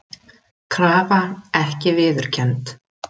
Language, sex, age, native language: Icelandic, female, 30-39, Icelandic